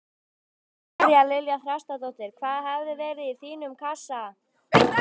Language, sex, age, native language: Icelandic, female, 12, Icelandic